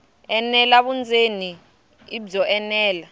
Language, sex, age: Tsonga, female, 23